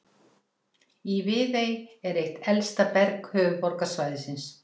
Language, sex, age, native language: Icelandic, female, 60-69, Icelandic